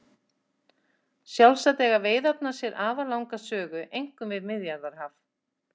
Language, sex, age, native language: Icelandic, female, 30-39, Icelandic